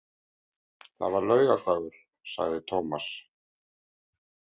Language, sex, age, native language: Icelandic, male, 50-59, Icelandic